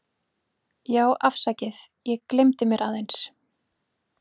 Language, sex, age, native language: Icelandic, female, 20-29, Icelandic